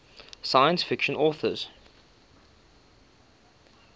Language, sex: English, male